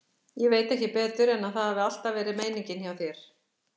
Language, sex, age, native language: Icelandic, female, 60-69, Icelandic